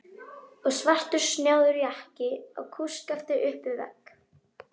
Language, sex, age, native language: Icelandic, female, 12, Icelandic